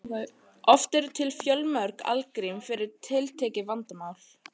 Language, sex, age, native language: Icelandic, female, 18-19, Icelandic